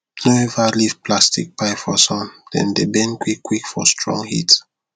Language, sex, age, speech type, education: Nigerian Pidgin, male, 15-29, spontaneous, tertiary